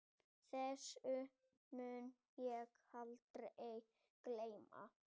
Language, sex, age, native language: Icelandic, female, 30-39, Icelandic